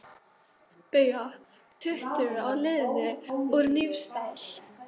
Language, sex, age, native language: Icelandic, female, 12, Icelandic